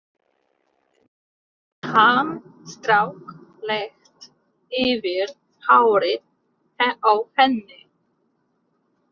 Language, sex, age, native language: Icelandic, female, 30-39, Polish